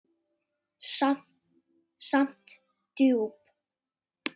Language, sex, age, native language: Icelandic, male, 8, Icelandic